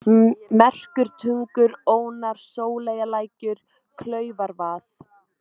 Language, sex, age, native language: Icelandic, female, 20-29, Icelandic